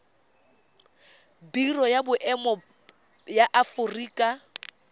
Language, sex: Tswana, female